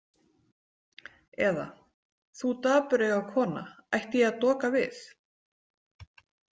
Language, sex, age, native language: Icelandic, female, 40-49, Icelandic